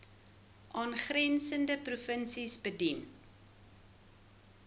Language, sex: Afrikaans, female